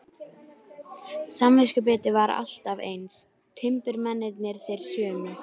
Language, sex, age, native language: Icelandic, female, 12, Icelandic